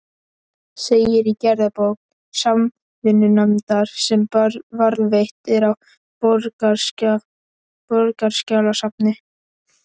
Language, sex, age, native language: Icelandic, male, 11, Icelandic